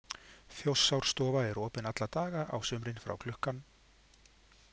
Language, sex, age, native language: Icelandic, male, 50-59, Icelandic